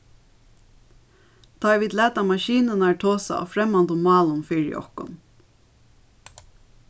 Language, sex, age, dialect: Faroese, female, 36-60, Suðurstreymoy